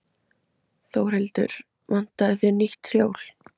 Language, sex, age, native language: Icelandic, female, 17, Icelandic